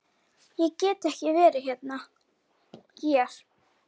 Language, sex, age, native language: Icelandic, female, 9, Icelandic